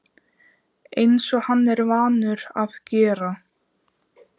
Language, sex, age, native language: Icelandic, female, 15, Icelandic